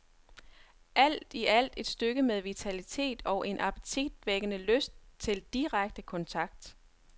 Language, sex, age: Danish, female, 42